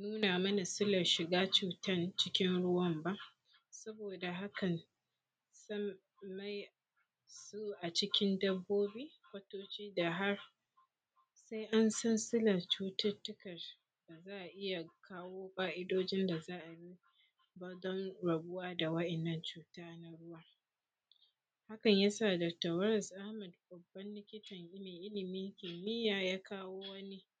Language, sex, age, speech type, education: Hausa, female, 15-29, spontaneous, secondary